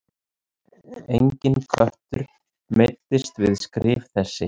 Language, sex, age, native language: Icelandic, male, 30-39, Icelandic